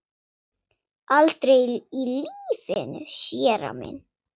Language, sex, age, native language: Icelandic, female, 7, Swedish